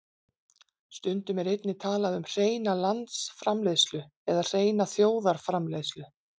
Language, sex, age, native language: Icelandic, female, 40-49, Icelandic